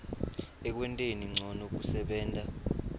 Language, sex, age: Swati, male, 23